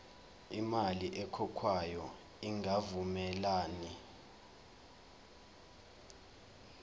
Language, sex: Zulu, male